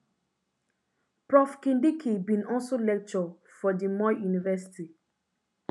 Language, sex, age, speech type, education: Nigerian Pidgin, female, 15-29, spontaneous, tertiary